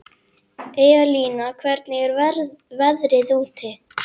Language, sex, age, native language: Icelandic, female, 18-19, Icelandic